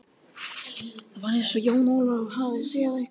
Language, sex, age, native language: Icelandic, male, 18-19, Icelandic